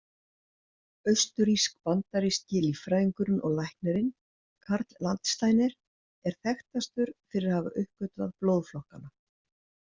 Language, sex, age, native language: Icelandic, female, 60-69, Icelandic